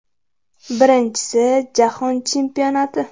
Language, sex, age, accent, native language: Uzbek, female, under 19, Navoiy, Uzbek